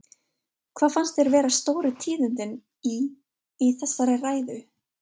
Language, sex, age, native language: Icelandic, female, 20-29, Icelandic